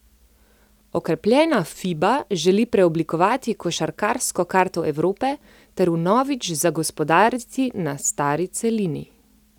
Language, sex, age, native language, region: Slovenian, female, 30-49, Slovenian, Central Slovenia